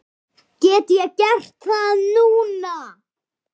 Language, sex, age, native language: Icelandic, male, 7, Icelandic